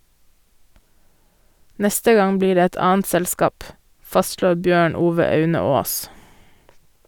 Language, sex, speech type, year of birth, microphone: Norwegian, female, read, 1988, Sennheiser